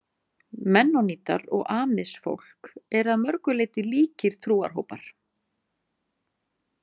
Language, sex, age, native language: Icelandic, female, 30-39, Icelandic